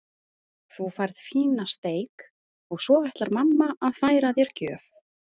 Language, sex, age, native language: Icelandic, female, 30-39, Icelandic